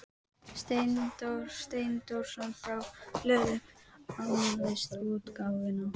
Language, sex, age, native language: Icelandic, female, 12, Icelandic